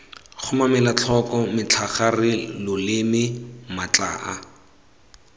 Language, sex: Tswana, male